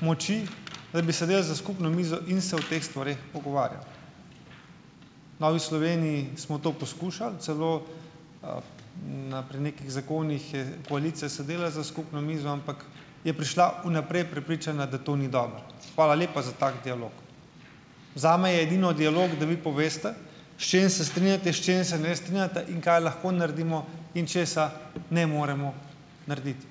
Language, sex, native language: Slovenian, male, Slovenian